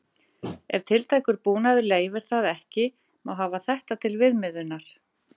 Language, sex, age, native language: Icelandic, female, 50-59, Icelandic